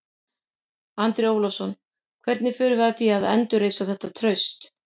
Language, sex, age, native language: Icelandic, female, 50-59, Icelandic